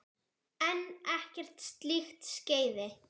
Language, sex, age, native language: Icelandic, female, 10, Icelandic